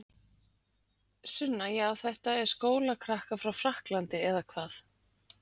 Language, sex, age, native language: Icelandic, female, 40-49, Icelandic